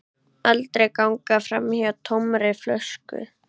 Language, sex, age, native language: Icelandic, male, 8, Icelandic